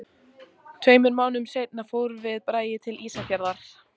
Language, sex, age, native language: Icelandic, female, 14, Icelandic